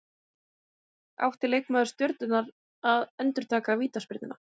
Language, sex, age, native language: Icelandic, female, 20-29, Icelandic